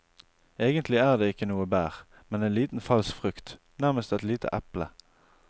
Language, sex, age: Norwegian, male, 28